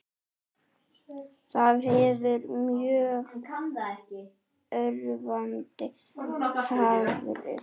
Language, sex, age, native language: Icelandic, male, 9, Icelandic